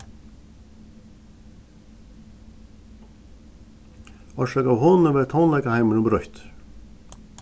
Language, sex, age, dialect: Faroese, male, 36-60, Suðuroy